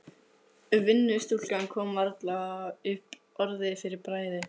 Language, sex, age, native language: Icelandic, female, 15, Icelandic